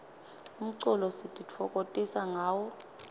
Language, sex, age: Swati, female, 25